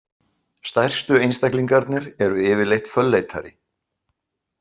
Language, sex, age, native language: Icelandic, male, 60-69, Icelandic